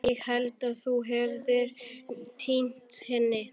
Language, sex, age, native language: Icelandic, male, 11, Icelandic